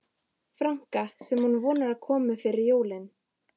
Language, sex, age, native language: Icelandic, female, 15, Icelandic